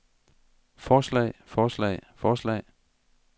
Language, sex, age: Danish, male, 42